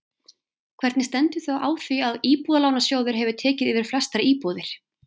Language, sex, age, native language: Icelandic, female, 30-39, Icelandic